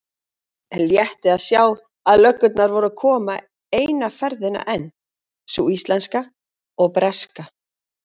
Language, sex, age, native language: Icelandic, female, 40-49, Icelandic